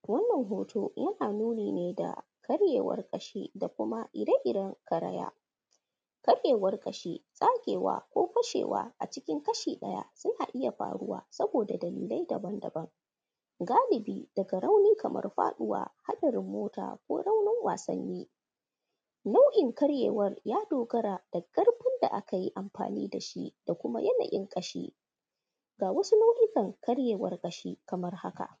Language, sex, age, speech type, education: Hausa, female, 15-29, spontaneous, tertiary